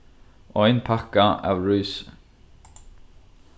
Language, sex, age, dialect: Faroese, male, 15-35, Norðurstreymoy/Eysturoy